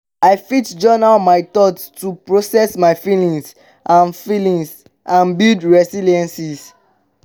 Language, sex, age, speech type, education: Nigerian Pidgin, male, 15-29, spontaneous, tertiary